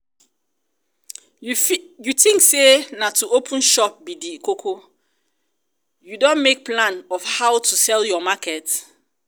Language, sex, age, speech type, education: Nigerian Pidgin, female, 30-45, spontaneous, tertiary